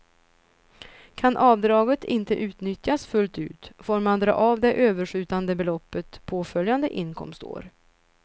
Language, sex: Swedish, female